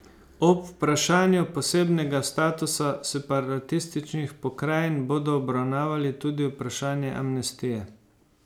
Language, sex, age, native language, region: Slovenian, male, 50-59, Slovenian, Savinja region